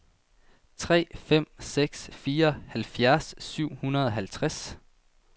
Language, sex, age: Danish, male, 19